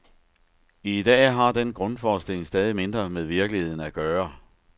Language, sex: Danish, male